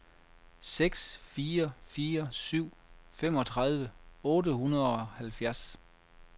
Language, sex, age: Danish, male, 33